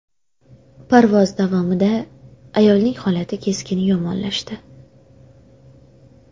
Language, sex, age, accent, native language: Uzbek, female, 18-24, Toshkent viloyati, Uzbek